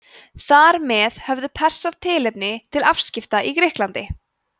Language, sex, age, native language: Icelandic, female, 20-29, Icelandic